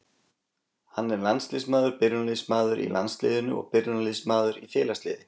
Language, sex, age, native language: Icelandic, male, 40-49, Icelandic